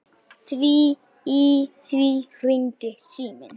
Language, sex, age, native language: Icelandic, male, 9, Icelandic